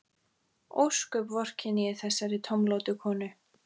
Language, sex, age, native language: Icelandic, female, 14, Icelandic